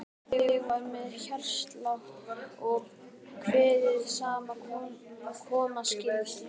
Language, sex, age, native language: Icelandic, male, 12, Icelandic